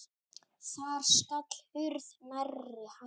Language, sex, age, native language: Icelandic, female, 7, Icelandic